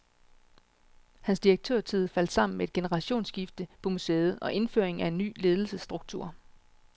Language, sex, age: Danish, female, 36